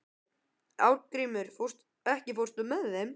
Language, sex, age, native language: Icelandic, male, 12, Icelandic